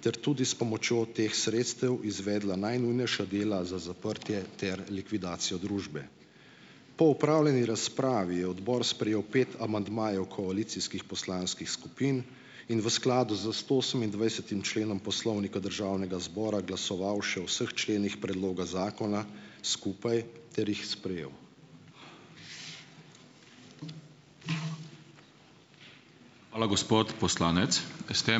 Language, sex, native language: Slovenian, male, Slovenian